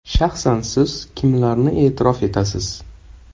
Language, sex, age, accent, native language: Uzbek, male, 18-24, Toshkent shahri, Uzbek